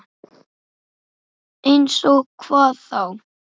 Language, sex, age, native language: Icelandic, male, 9, Icelandic